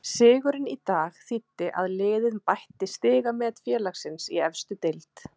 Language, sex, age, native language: Icelandic, female, 30-39, Icelandic